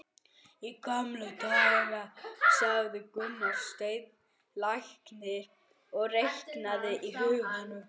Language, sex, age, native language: Icelandic, female, 11, German